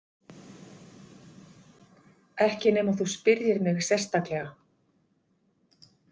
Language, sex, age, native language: Icelandic, female, 50-59, Icelandic